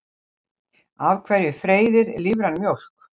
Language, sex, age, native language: Icelandic, female, 60-69, Icelandic